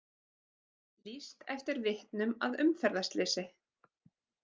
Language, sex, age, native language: Icelandic, female, 30-39, Icelandic